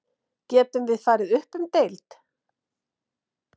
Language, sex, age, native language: Icelandic, female, 50-59, Icelandic